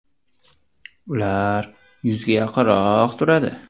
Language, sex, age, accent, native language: Uzbek, male, 18-24, Toshkent viloyati, Uzbek